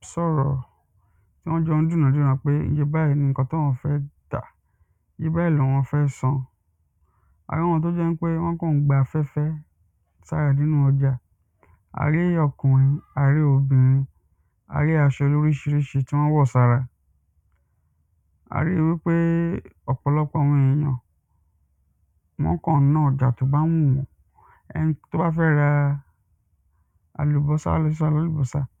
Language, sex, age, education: Yoruba, female, 15-29, primary